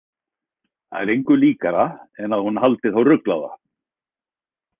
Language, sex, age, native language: Icelandic, male, 60-69, Icelandic